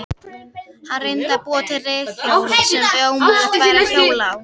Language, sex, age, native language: Icelandic, female, 18-19, Icelandic